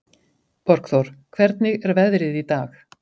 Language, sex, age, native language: Icelandic, female, 50-59, Icelandic